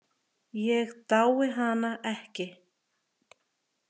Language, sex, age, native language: Icelandic, female, 30-39, Icelandic